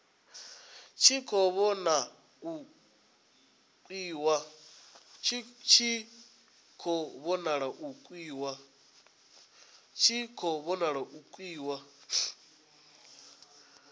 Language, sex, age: Venda, male, 20